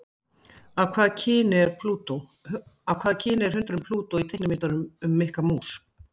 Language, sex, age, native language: Icelandic, female, 40-49, Icelandic